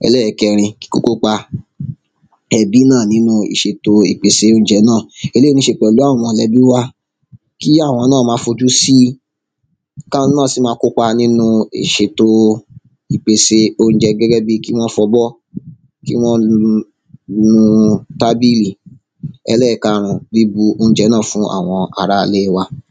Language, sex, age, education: Yoruba, male, 30-45, secondary